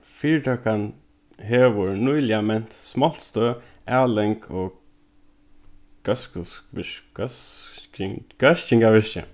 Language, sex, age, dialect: Faroese, male, 15-35, Norðurstreymoy/Eysturoy